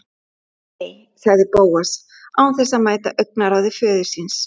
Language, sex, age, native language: Icelandic, female, 11, Icelandic